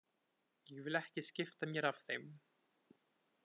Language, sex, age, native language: Icelandic, male, 20-29, Icelandic